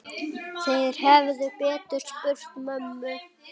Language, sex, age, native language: Icelandic, female, 9, Icelandic